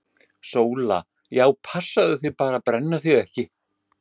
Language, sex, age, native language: Icelandic, male, 60-69, Icelandic